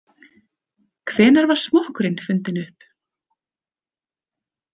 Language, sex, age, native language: Icelandic, female, 30-39, Icelandic